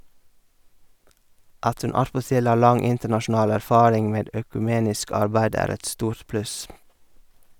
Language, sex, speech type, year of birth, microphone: Norwegian, male, read, 1978, Sennheiser